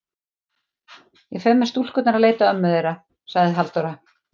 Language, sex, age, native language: Icelandic, female, 40-49, Icelandic